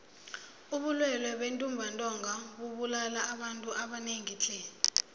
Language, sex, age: South Ndebele, female, 22